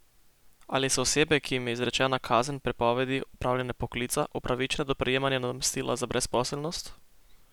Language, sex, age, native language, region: Slovenian, male, 18-29, Slovenian, Posavska region